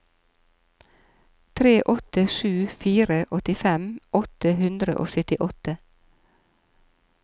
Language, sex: Norwegian, female